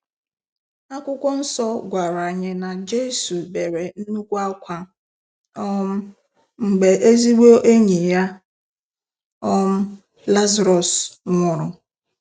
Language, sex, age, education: Igbo, female, 15-29, tertiary